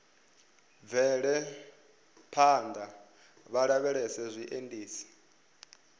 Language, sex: Venda, male